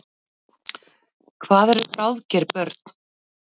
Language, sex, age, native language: Icelandic, female, 40-49, Icelandic